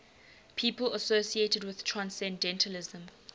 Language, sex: English, female